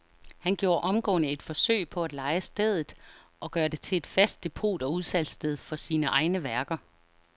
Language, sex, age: Danish, female, 49